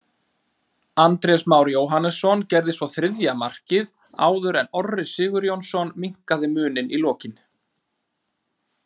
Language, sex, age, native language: Icelandic, male, 30-39, Icelandic